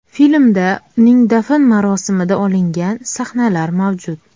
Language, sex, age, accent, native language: Uzbek, female, 19-29, Farg'ona, Uzbek